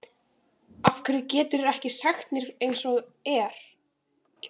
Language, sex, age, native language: Icelandic, female, 13, Icelandic